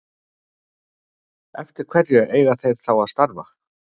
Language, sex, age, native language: Icelandic, male, 50-59, Icelandic